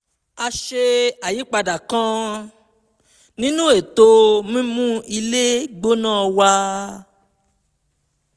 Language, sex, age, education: Yoruba, male, 15-29, tertiary